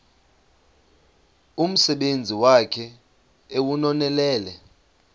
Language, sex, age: Xhosa, male, 35